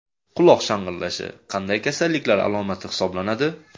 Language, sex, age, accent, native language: Uzbek, male, 25-34, Andijon, Uzbek